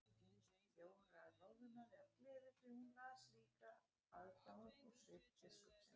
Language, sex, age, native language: Icelandic, female, 40-49, Icelandic